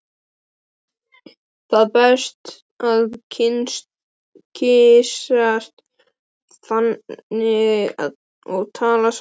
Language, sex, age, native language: Icelandic, male, 12, Icelandic